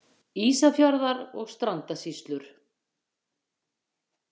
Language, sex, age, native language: Icelandic, female, 50-59, Icelandic